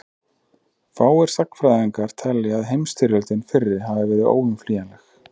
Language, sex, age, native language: Icelandic, male, 30-39, Icelandic